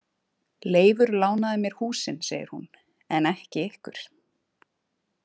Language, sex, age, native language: Icelandic, female, 20-29, Icelandic